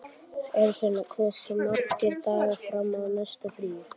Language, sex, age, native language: Icelandic, male, 12, Icelandic